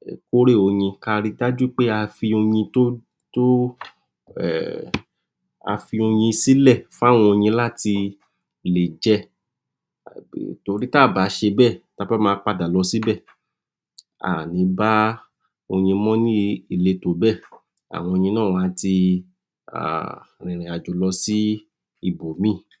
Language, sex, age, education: Yoruba, male, 46-60, tertiary